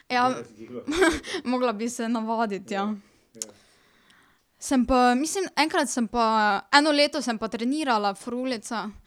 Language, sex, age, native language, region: Slovenian, female, 18-29, Slovenian, Drava region